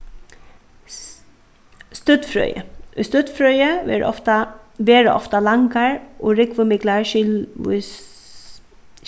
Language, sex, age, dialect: Faroese, female, 36-60, Suðuroy